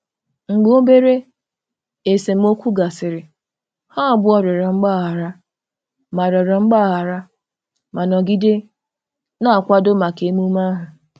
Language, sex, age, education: Igbo, female, 30-45, tertiary